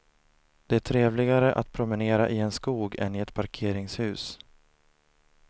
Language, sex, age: Swedish, male, 30